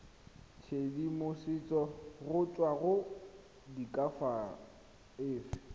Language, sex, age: Tswana, male, 21